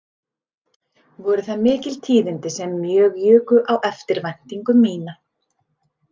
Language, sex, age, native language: Icelandic, female, 40-49, Icelandic